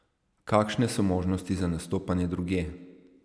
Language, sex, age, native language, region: Slovenian, male, 30-49, Slovenian, Savinja region